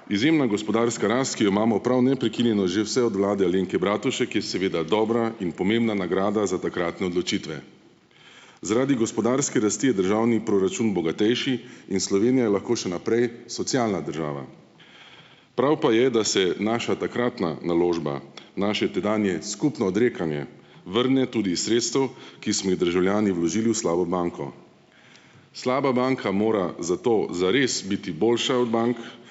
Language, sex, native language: Slovenian, male, Slovenian